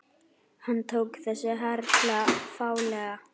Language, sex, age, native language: Icelandic, female, 10, Icelandic